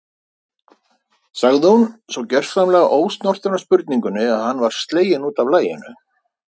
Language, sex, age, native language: Icelandic, male, 50-59, Icelandic